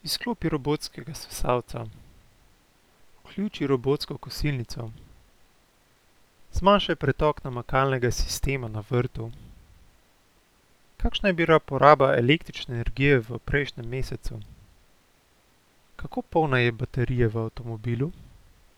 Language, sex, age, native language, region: Slovenian, male, 18-29, Slovenian, Central Slovenia